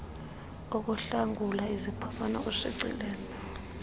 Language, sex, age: Xhosa, female, 21